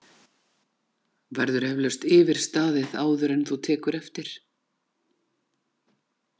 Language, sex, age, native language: Icelandic, female, 40-49, Icelandic